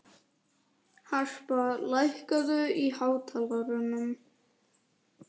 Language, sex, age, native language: Icelandic, female, 40-49, Icelandic